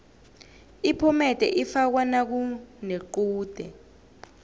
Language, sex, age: South Ndebele, female, 18